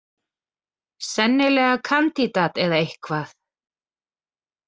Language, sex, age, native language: Icelandic, female, 40-49, Icelandic